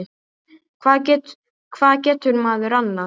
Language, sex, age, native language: Icelandic, male, 8, Icelandic